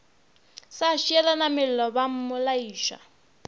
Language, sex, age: Northern Sotho, female, 22